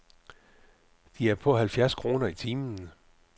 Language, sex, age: Danish, male, 44